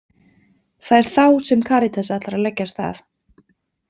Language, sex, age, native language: Icelandic, female, 20-29, Icelandic